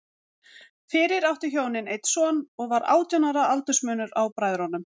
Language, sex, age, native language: Icelandic, female, 40-49, Icelandic